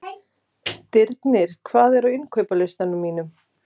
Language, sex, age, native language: Icelandic, female, 30-39, Icelandic